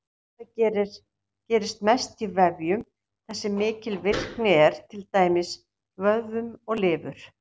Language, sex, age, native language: Icelandic, female, 60-69, Icelandic